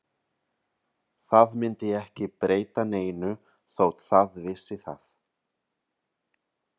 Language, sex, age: Icelandic, male, 30-39